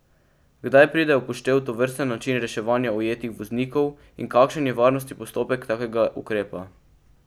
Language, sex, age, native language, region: Slovenian, male, 12-17, Slovenian, Pomurje region